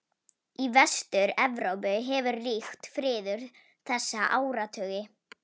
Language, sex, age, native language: Icelandic, female, 18-19, Icelandic